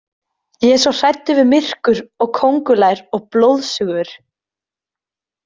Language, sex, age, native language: Icelandic, female, 20-29, Icelandic